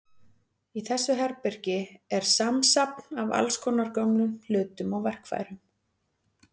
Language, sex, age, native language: Icelandic, female, 40-49, Icelandic